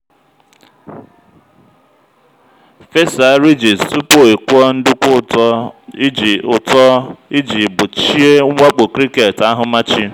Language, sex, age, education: Igbo, male, 30-45, tertiary